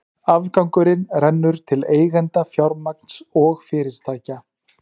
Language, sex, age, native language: Icelandic, male, 40-49, Icelandic